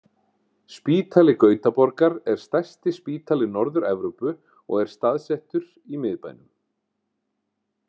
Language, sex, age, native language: Icelandic, male, 40-49, Icelandic